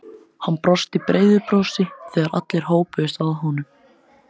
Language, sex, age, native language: Icelandic, male, 14, Icelandic